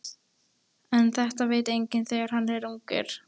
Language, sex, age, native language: Icelandic, female, 13, Icelandic